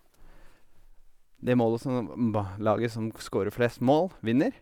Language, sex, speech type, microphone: Norwegian, male, spontaneous, Sennheiser